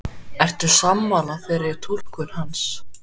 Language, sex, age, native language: Icelandic, male, 10, Icelandic